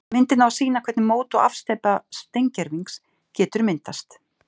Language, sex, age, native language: Icelandic, female, 50-59, Icelandic